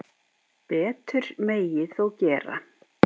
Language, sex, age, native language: Icelandic, female, 50-59, Icelandic